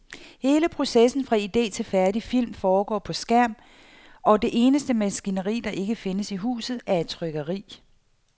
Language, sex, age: Danish, female, 48